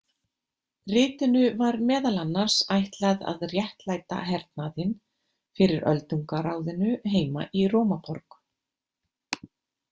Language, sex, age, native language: Icelandic, female, 50-59, Icelandic